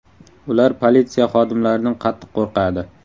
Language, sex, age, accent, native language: Uzbek, male, 18-24, Samarqand, Uzbek